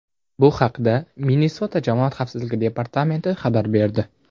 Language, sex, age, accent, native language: Uzbek, male, under 19, Jizzax, Uzbek